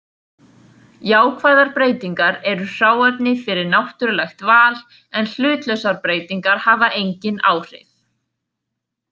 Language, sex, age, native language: Icelandic, female, 20-29, Icelandic